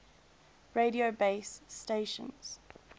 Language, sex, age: English, female, 22